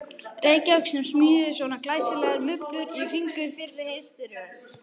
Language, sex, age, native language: Icelandic, male, 11, Icelandic